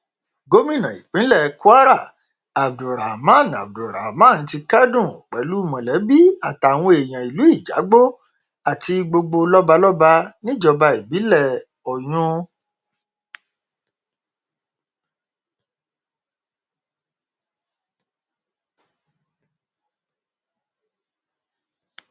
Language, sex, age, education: Yoruba, male, 46-60, tertiary